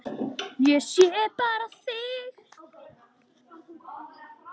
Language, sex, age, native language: Icelandic, male, 10, Icelandic